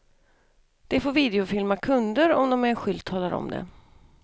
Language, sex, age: Swedish, female, 32